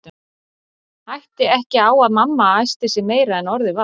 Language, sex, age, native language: Icelandic, female, 40-49, Icelandic